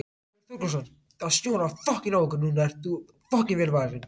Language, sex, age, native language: Icelandic, other, 18-19, Icelandic